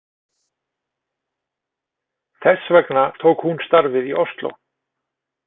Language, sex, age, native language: Icelandic, male, 40-49, Icelandic